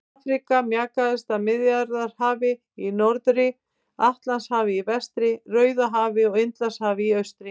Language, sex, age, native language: Icelandic, female, 50-59, Icelandic